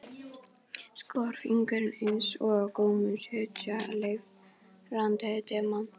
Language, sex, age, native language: Icelandic, female, 12, Icelandic